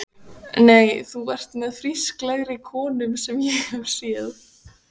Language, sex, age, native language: Icelandic, female, 14, Icelandic